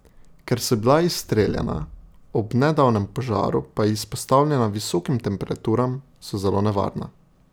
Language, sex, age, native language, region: Slovenian, male, 18-29, Slovenian, Drava region